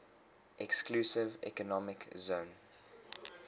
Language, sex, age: English, male, 23